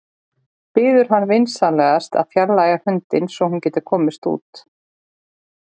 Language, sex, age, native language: Icelandic, female, 40-49, Icelandic